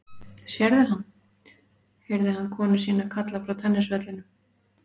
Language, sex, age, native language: Icelandic, female, 40-49, Icelandic